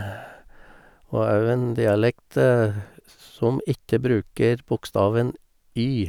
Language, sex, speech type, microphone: Norwegian, male, spontaneous, Sennheiser